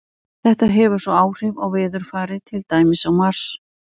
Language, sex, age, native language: Icelandic, female, 50-59, Icelandic